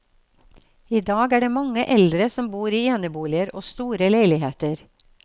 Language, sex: Norwegian, female